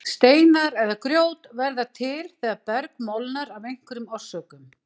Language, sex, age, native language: Icelandic, female, 60-69, Icelandic